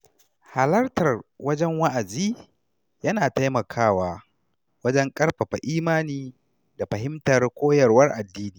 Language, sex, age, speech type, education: Hausa, male, 30-45, read, tertiary